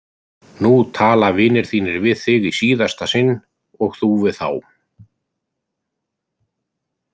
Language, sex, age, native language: Icelandic, male, 50-59, Icelandic